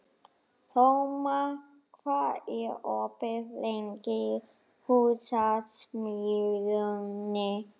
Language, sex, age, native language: Icelandic, female, 11, Icelandic